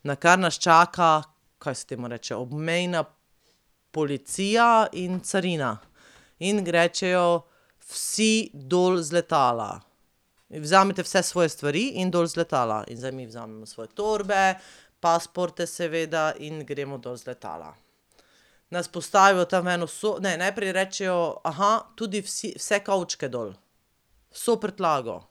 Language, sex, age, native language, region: Slovenian, female, 30-49, Slovenian, Pomurje region